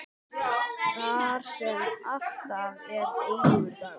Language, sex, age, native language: Icelandic, male, 12, Icelandic